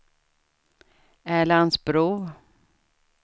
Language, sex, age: Swedish, female, 67